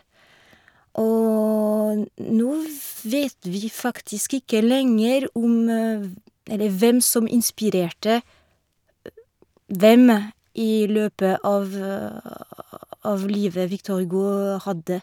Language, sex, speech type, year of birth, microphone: Norwegian, female, spontaneous, 1971, Shure